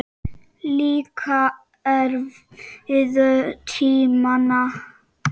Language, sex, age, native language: Icelandic, male, 5, Czech